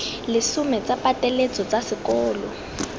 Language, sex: Tswana, female